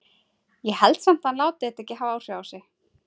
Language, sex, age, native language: Icelandic, female, 30-39, Icelandic